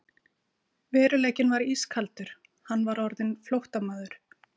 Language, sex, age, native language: Icelandic, female, 50-59, Icelandic